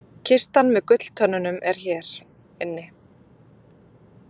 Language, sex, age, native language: Icelandic, female, 30-39, Icelandic